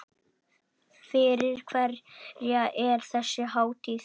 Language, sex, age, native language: Icelandic, male, 8, Icelandic